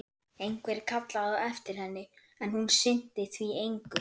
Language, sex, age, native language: Icelandic, male, 11, Icelandic